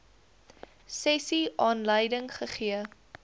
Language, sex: Afrikaans, female